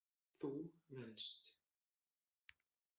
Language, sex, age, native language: Icelandic, male, 40-49, Icelandic